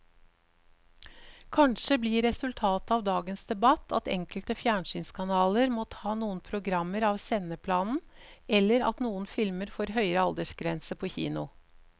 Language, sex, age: Norwegian, female, 54